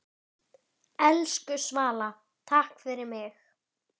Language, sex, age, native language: Icelandic, female, 10, Icelandic